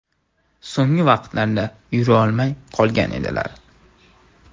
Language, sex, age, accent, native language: Uzbek, male, 18-24, Andijon, Uzbek